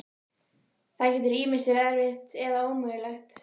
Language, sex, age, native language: Icelandic, female, 13, Icelandic